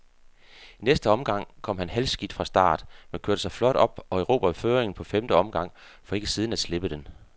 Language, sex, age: Danish, male, 48